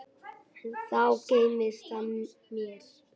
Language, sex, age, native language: Icelandic, female, 8, Icelandic